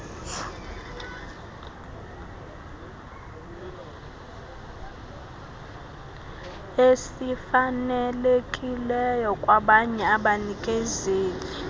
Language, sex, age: Xhosa, female, 20